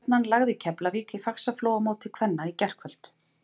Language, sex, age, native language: Icelandic, female, 40-49, Icelandic